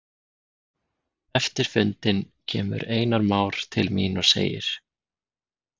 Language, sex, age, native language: Icelandic, male, 30-39, Icelandic